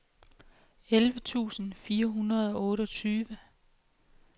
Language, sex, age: Danish, female, 28